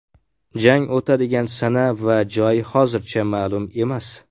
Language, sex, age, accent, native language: Uzbek, male, 18-24, Farg'ona, Uzbek